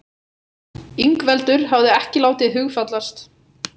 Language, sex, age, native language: Icelandic, female, 18-19, Icelandic